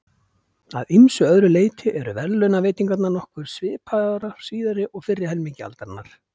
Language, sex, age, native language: Icelandic, male, 50-59, Icelandic